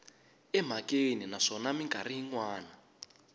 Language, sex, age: Tsonga, male, 22